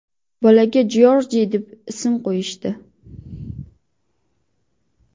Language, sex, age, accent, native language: Uzbek, female, 19-29, Qashqadaryo, Uzbek